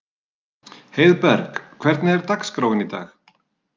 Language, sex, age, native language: Icelandic, male, 30-39, Icelandic